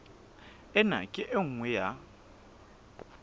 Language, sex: Southern Sotho, female